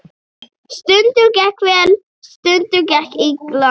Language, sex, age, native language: Icelandic, female, 8, Icelandic